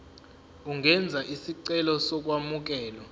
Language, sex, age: Zulu, male, 20